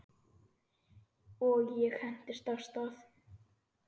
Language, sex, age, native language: Icelandic, male, 9, Icelandic